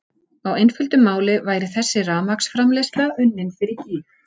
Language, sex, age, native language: Icelandic, female, 40-49, Icelandic